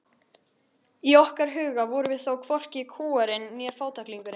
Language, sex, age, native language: Icelandic, female, 13, Icelandic